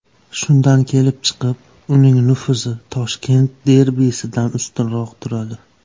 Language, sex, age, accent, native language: Uzbek, male, 19-29, Namangan, Uzbek